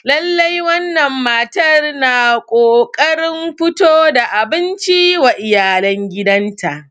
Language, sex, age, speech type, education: Hausa, female, 30-45, spontaneous, secondary